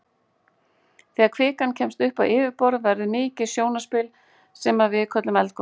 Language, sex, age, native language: Icelandic, female, 18-19, Icelandic